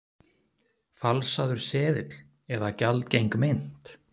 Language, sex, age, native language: Icelandic, male, 30-39, Icelandic